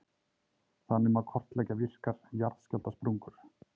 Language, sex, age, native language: Icelandic, male, 30-39, Icelandic